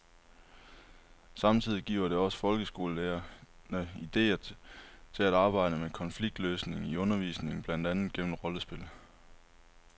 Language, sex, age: Danish, male, 23